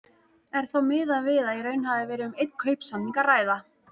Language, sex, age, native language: Icelandic, female, 30-39, Icelandic